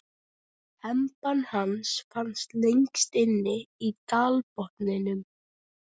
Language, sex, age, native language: Icelandic, female, 13, Icelandic